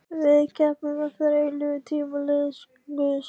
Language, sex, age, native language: Icelandic, male, 13, Icelandic